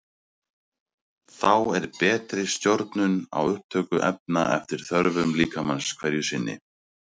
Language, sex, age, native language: Icelandic, male, 30-39, Icelandic